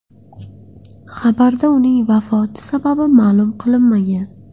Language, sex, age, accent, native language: Uzbek, female, 18-24, Qashqadaryo, Uzbek